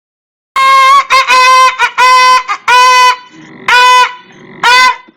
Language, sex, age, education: Igbo, female, 15-29, tertiary